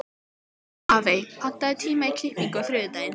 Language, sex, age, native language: Icelandic, female, 15, Icelandic